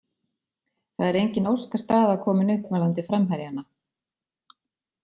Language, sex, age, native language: Icelandic, female, 40-49, Icelandic